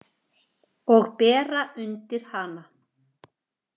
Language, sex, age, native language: Icelandic, female, 40-49, Icelandic